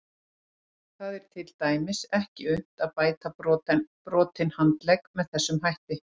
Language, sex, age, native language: Icelandic, female, 40-49, Icelandic